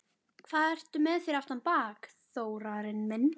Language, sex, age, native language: Icelandic, female, 12, Icelandic